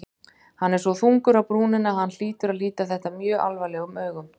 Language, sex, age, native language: Icelandic, female, 50-59, Icelandic